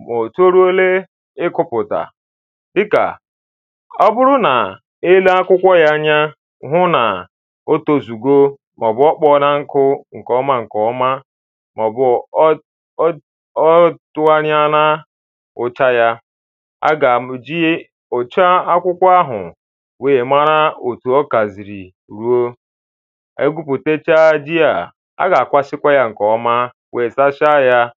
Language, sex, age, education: Igbo, male, 15-29, primary